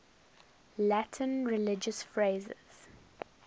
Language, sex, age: English, female, 19